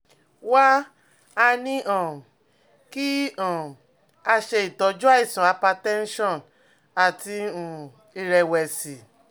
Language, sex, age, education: Yoruba, female, 30-45, tertiary